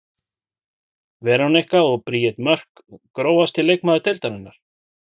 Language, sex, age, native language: Icelandic, male, 40-49, Icelandic